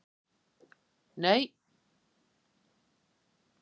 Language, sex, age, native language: Icelandic, female, 50-59, Icelandic